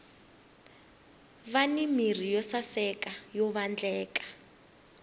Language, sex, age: Tsonga, female, 20